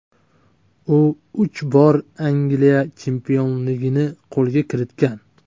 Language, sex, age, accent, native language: Uzbek, male, 25-34, Namangan, Uzbek